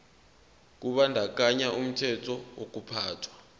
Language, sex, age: Zulu, male, 22